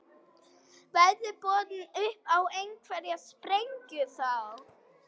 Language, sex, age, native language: Icelandic, female, 11, Icelandic